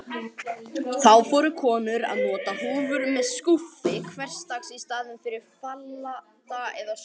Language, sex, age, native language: Icelandic, male, 18-19, Icelandic